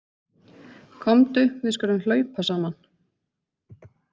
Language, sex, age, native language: Icelandic, female, 20-29, Icelandic